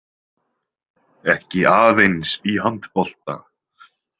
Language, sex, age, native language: Icelandic, male, 20-29, Icelandic